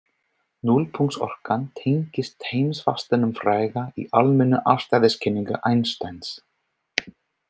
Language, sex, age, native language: Icelandic, male, 30-39, English